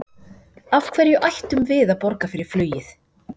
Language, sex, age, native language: Icelandic, female, 40-49, Icelandic